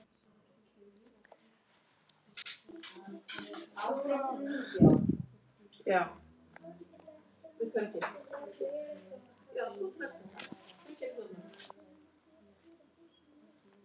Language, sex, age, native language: Icelandic, female, 18-19, Icelandic